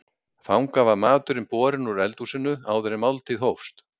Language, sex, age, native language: Icelandic, male, 60-69, Icelandic